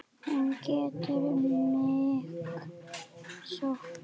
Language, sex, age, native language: Icelandic, female, 8, Icelandic